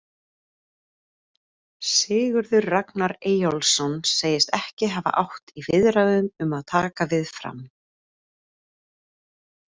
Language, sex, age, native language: Icelandic, female, 30-39, Icelandic